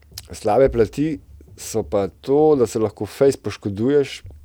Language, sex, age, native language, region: Slovenian, male, 30-49, Slovenian, Central Slovenia